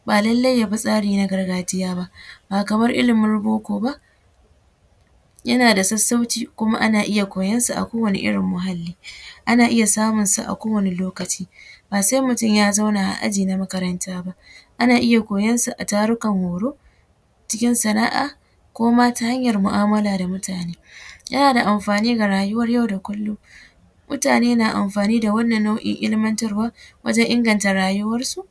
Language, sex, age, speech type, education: Hausa, female, 15-29, spontaneous, secondary